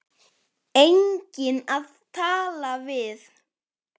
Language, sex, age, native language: Icelandic, male, 10, Icelandic